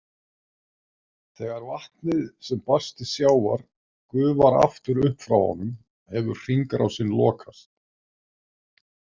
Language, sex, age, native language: Icelandic, male, 50-59, Icelandic